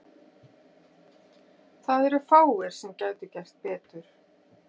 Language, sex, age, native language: Icelandic, female, 40-49, Icelandic